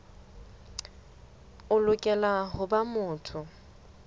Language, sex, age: Southern Sotho, female, 20